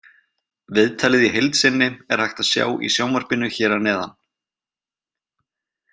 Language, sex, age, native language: Icelandic, male, 20-29, Icelandic